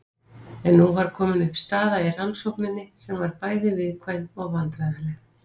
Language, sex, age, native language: Icelandic, female, 50-59, Icelandic